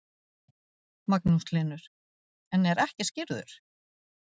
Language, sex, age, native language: Icelandic, female, 40-49, Icelandic